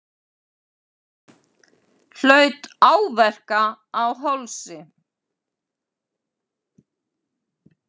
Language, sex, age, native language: Icelandic, female, 70-79, Icelandic